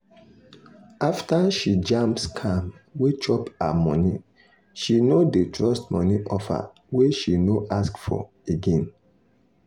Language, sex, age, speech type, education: Nigerian Pidgin, male, 30-45, spontaneous, secondary